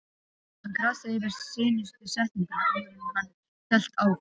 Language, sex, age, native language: Icelandic, female, 12, Serbo-Croatian